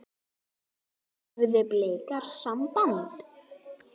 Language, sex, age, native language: Icelandic, female, 10, Icelandic